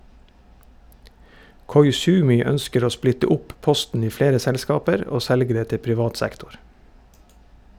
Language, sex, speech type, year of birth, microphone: Norwegian, male, read, 1971, Shure